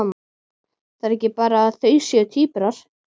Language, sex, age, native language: Icelandic, female, 12, Icelandic